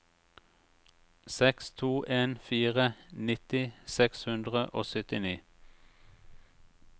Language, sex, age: Norwegian, male, 36